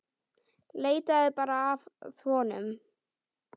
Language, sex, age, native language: Icelandic, male, 9, Icelandic